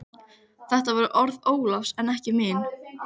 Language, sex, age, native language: Icelandic, female, 15, Icelandic